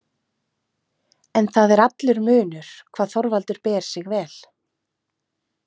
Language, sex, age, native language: Icelandic, female, 30-39, Icelandic